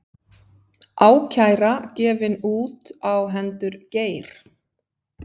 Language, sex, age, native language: Icelandic, female, 50-59, Icelandic